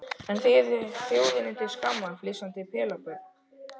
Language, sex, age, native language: Icelandic, male, 12, Icelandic